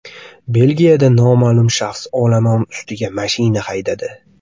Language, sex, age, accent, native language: Uzbek, male, 25-34, Farg'ona, Uzbek